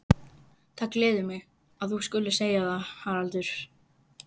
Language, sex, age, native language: Icelandic, female, 11, Icelandic